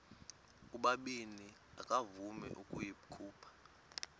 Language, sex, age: Xhosa, male, 19